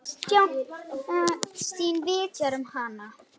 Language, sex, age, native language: Icelandic, female, 8, Icelandic